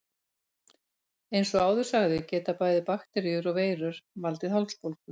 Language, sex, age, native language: Icelandic, female, 50-59, Icelandic